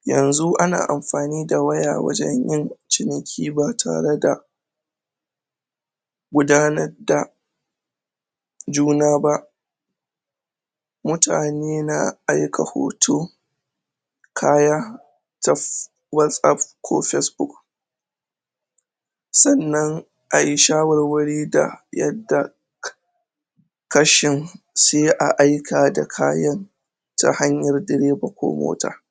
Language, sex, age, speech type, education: Hausa, male, 30-45, spontaneous, tertiary